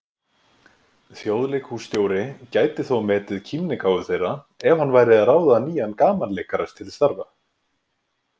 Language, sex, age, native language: Icelandic, male, 20-29, Icelandic